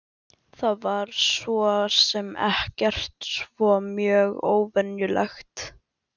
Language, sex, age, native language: Icelandic, male, 11, Icelandic